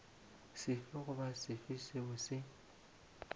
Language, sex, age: Northern Sotho, male, 18